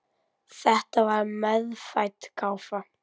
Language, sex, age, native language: Icelandic, male, 10, Icelandic